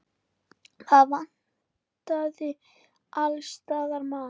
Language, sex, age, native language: Icelandic, female, 10, Icelandic